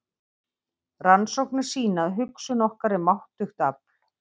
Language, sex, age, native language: Icelandic, female, 50-59, Icelandic